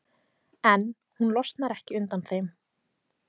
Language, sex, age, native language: Icelandic, female, 15, Icelandic